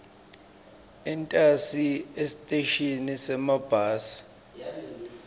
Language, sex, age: Swati, male, 26